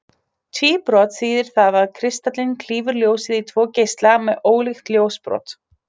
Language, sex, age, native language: Icelandic, female, 30-39, Icelandic